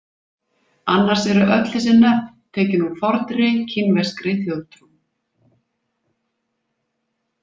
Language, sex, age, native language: Icelandic, female, 50-59, Icelandic